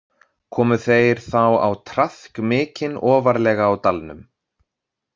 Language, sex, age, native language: Icelandic, male, 30-39, Icelandic